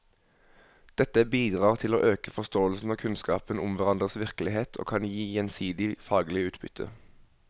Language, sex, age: Norwegian, male, 21